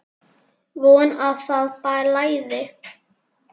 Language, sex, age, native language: Icelandic, female, 10, Icelandic